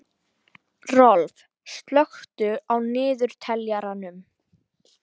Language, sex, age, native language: Icelandic, female, 12, Icelandic